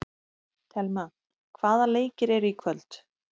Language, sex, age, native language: Icelandic, female, 30-39, Icelandic